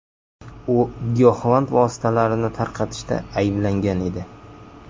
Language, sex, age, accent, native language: Uzbek, male, 25-34, Jizzax, Uzbek